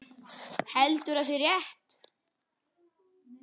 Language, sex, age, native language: Icelandic, male, 10, Icelandic